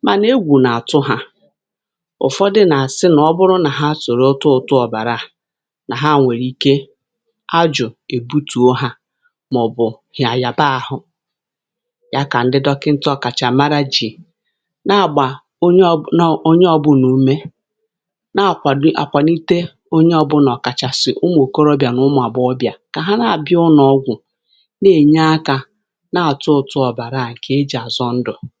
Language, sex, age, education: Igbo, female, 46-60, tertiary